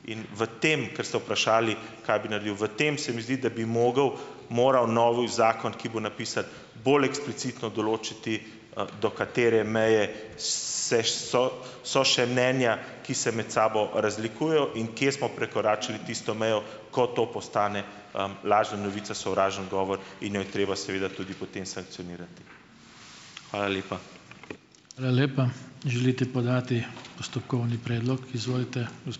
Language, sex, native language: Slovenian, male, Slovenian